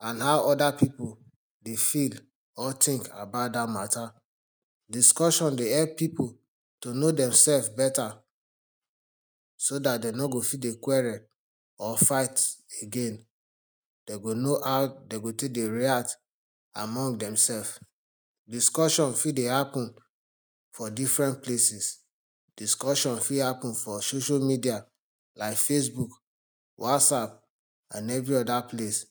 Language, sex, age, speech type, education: Nigerian Pidgin, male, 30-45, spontaneous, tertiary